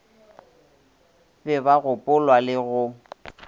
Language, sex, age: Northern Sotho, male, 26